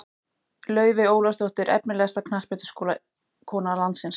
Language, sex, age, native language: Icelandic, male, 14, Icelandic